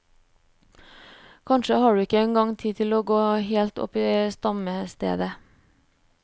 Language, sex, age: Norwegian, female, 29